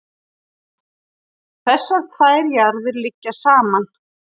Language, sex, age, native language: Icelandic, female, 40-49, Icelandic